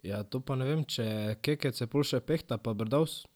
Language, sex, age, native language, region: Slovenian, male, 12-17, Slovenian, Drava region